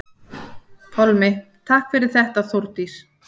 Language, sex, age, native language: Icelandic, female, 40-49, Icelandic